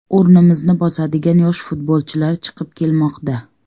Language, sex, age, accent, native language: Uzbek, female, 35+, Samarqand, Uzbek